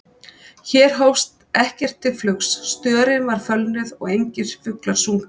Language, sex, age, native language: Icelandic, female, 50-59, Icelandic